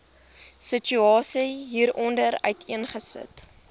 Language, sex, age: Afrikaans, female, 20